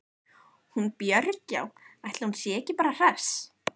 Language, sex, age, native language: Icelandic, female, 15, Icelandic